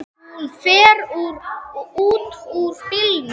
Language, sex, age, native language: Icelandic, male, 6, Icelandic